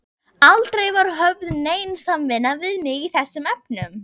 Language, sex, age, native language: Icelandic, female, 11, Icelandic